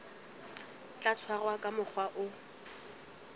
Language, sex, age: Southern Sotho, female, 19